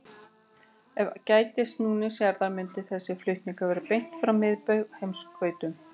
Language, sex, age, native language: Icelandic, female, 40-49, Icelandic